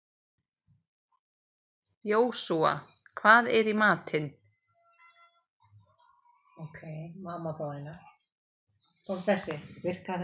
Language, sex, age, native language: Icelandic, female, 30-39, Icelandic